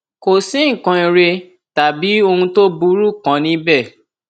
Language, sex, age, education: Yoruba, male, 15-29, tertiary